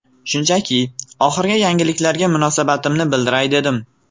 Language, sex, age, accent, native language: Uzbek, male, 18-24, Farg'ona, Uzbek